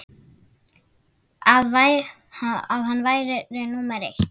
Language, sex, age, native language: Icelandic, female, 9, Icelandic